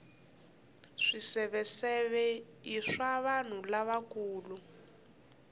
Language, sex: Tsonga, female